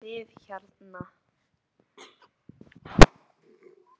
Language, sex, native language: Icelandic, other, Icelandic